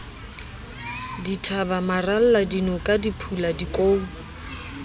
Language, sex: Southern Sotho, female